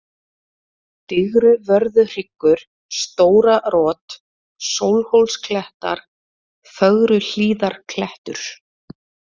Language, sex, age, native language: Icelandic, female, 30-39, Icelandic